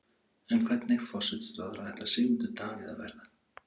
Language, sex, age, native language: Icelandic, male, 30-39, Icelandic